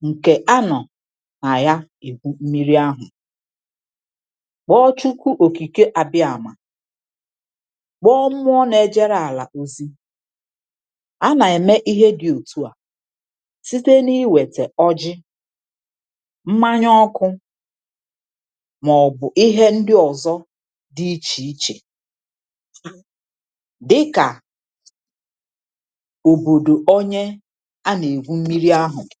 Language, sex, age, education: Igbo, female, 30-45, tertiary